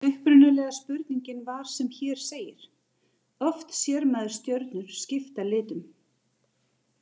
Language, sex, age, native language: Icelandic, female, 30-39, Icelandic